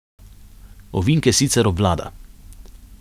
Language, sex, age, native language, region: Slovenian, male, 30-49, Slovenian, Savinja region